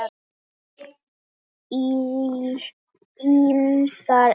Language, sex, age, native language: Icelandic, female, 7, Icelandic